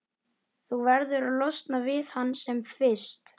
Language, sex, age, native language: Icelandic, male, 11, Icelandic